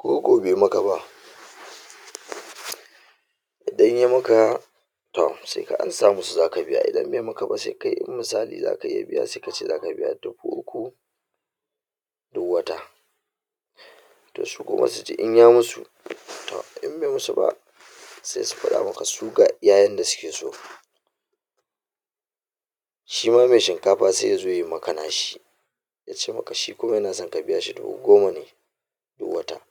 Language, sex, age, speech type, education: Hausa, male, 46-60, spontaneous, tertiary